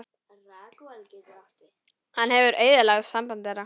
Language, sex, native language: Icelandic, female, Icelandic